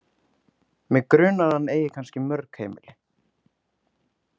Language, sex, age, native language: Icelandic, male, 18-19, Icelandic